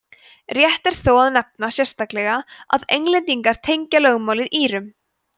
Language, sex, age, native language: Icelandic, female, 20-29, Icelandic